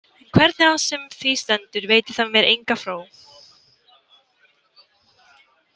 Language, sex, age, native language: Icelandic, female, 18-19, Icelandic